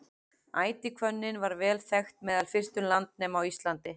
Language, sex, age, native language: Icelandic, female, 40-49, Icelandic